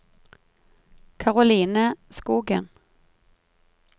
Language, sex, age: Norwegian, female, 33